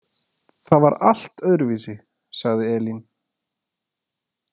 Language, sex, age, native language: Icelandic, male, 20-29, Icelandic